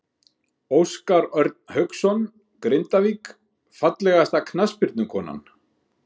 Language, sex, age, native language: Icelandic, male, 50-59, Icelandic